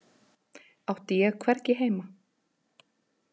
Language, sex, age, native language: Icelandic, female, 30-39, Icelandic